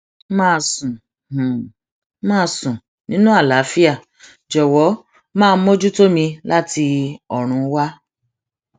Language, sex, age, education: Yoruba, female, 30-45, tertiary